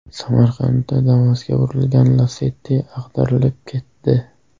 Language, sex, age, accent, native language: Uzbek, male, 12-17, Samarqand, Uzbek